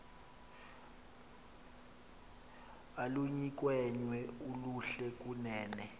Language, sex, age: Xhosa, male, 26